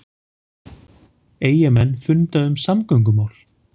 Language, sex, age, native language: Icelandic, male, 40-49, Icelandic